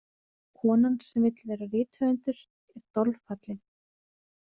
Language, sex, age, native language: Icelandic, female, 30-39, Icelandic